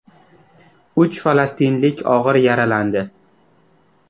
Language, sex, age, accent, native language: Uzbek, male, under 19, Navoiy, Uzbek